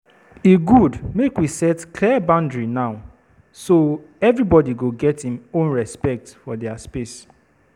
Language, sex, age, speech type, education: Nigerian Pidgin, female, 30-45, spontaneous, tertiary